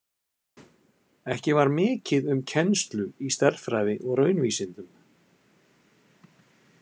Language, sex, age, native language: Icelandic, male, 50-59, Icelandic